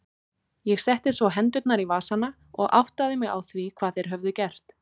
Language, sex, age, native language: Icelandic, female, 18-19, Icelandic